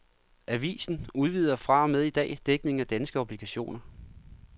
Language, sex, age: Danish, male, 39